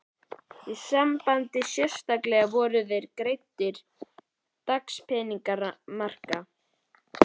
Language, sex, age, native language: Icelandic, male, 11, Icelandic